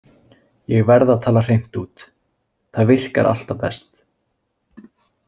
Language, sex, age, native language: Icelandic, male, 20-29, Icelandic